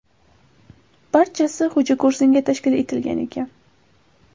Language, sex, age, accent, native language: Uzbek, female, 18-24, Samarqand, Uzbek